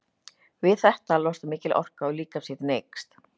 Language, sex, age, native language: Icelandic, other, 30-39, Icelandic